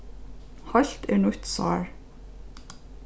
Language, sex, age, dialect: Faroese, female, 15-35, Norðurstreymoy/Eysturoy